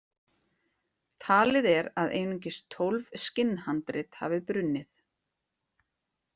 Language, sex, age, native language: Icelandic, female, 40-49, Icelandic